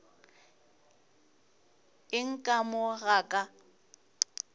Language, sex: Northern Sotho, female